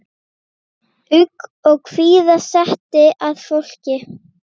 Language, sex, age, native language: Icelandic, female, 12, Icelandic